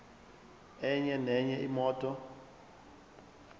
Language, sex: Zulu, male